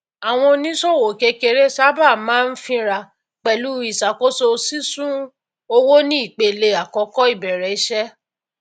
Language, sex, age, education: Yoruba, female, 30-45, tertiary